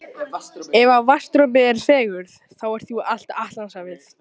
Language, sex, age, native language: Icelandic, male, 14, Icelandic